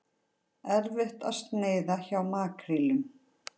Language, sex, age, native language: Icelandic, female, 40-49, Icelandic